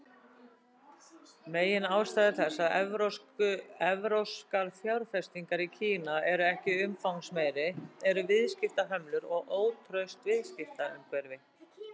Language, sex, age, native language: Icelandic, female, 60-69, Icelandic